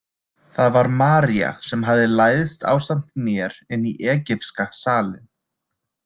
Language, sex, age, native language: Icelandic, male, 20-29, Icelandic